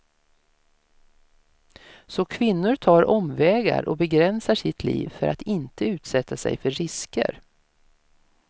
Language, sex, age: Swedish, female, 56